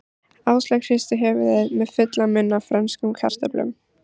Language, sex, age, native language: Icelandic, female, 14, Icelandic